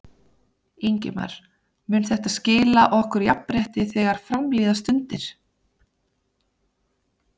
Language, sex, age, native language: Icelandic, female, 30-39, Icelandic